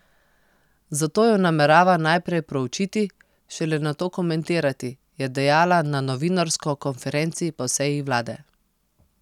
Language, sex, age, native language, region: Slovenian, female, 30-49, Slovenian, Posavska region